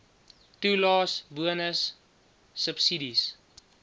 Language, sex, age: Afrikaans, male, 19